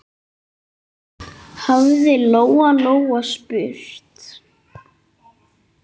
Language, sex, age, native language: Icelandic, male, 8, Icelandic